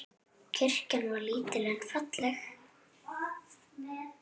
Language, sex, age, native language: Icelandic, female, 7, Icelandic